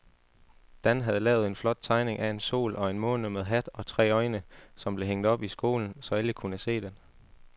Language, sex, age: Danish, male, 18